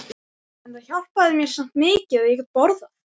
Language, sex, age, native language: Icelandic, male, 12, Icelandic